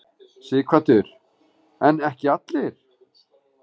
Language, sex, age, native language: Icelandic, male, 40-49, Icelandic